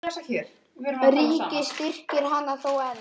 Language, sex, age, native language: Icelandic, female, 9, Icelandic